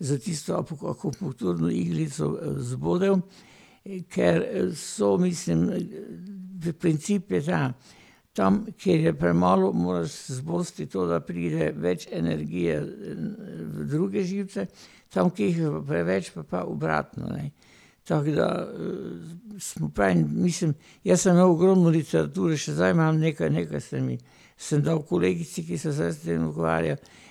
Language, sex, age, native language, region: Slovenian, male, 60+, Slovenian, Pomurje region